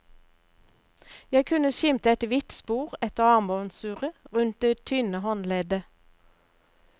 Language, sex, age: Norwegian, female, 59